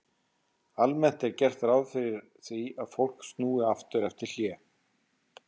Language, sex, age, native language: Icelandic, male, 40-49, Icelandic